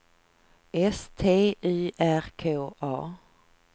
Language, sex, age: Swedish, female, 49